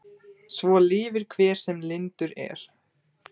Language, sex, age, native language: Icelandic, male, 18-19, Icelandic